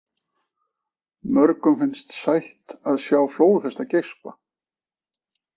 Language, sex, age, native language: Icelandic, male, 40-49, Icelandic